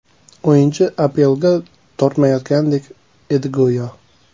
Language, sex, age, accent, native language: Uzbek, male, 25-34, Toshkent viloyati, Uzbek